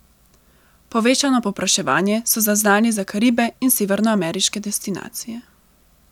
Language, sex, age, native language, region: Slovenian, female, 18-29, Slovenian, Central Slovenia